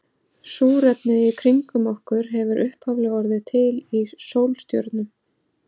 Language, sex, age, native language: Icelandic, female, 40-49, Icelandic